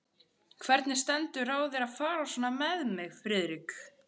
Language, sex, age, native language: Icelandic, male, 12, Icelandic